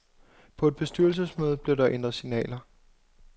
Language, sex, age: Danish, male, 26